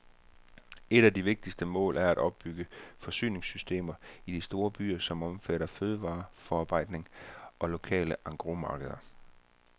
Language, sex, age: Danish, male, 34